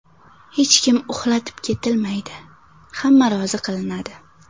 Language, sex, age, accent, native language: Uzbek, female, 18-24, Toshkent viloyati, Uzbek